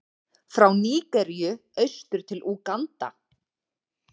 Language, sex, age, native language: Icelandic, male, 9, Icelandic